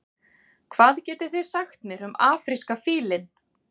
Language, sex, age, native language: Icelandic, female, 40-49, Icelandic